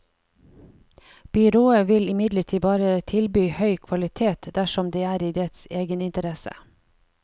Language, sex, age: Norwegian, female, 49